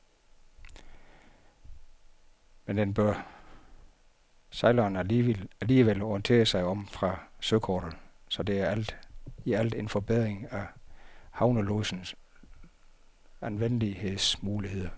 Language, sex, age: Danish, male, 51